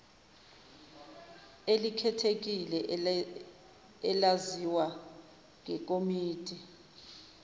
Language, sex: Zulu, female